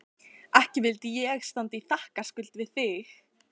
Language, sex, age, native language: Icelandic, female, 14, Icelandic